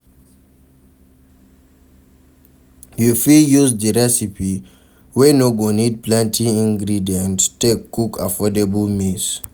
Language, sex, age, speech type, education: Nigerian Pidgin, male, 46-60, read, secondary